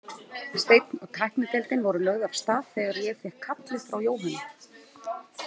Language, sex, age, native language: Icelandic, female, 30-39, Icelandic